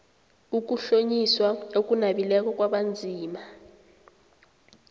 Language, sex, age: South Ndebele, female, 18